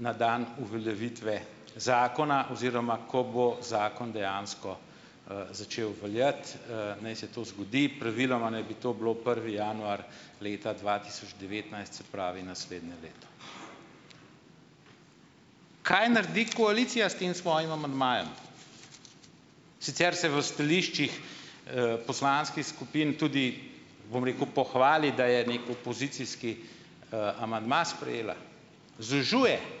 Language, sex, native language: Slovenian, male, Slovenian